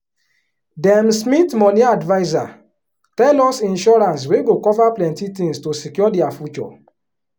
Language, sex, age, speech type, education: Nigerian Pidgin, male, 15-29, spontaneous, tertiary